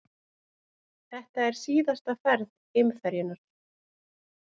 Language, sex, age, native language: Icelandic, female, 30-39, Icelandic